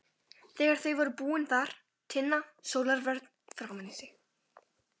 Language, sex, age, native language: Icelandic, female, 12, Icelandic